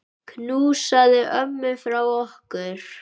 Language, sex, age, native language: Icelandic, male, 10, Icelandic